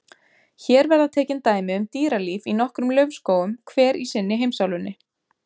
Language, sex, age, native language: Icelandic, female, 20-29, Icelandic